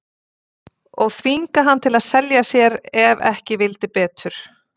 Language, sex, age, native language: Icelandic, female, 40-49, Icelandic